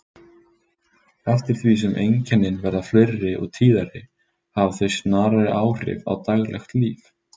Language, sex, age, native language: Icelandic, male, 20-29, Icelandic